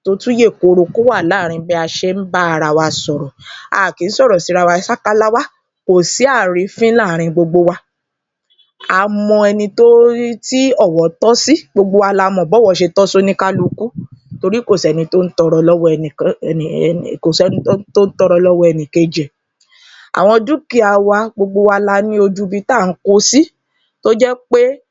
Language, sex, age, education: Yoruba, female, 30-45, tertiary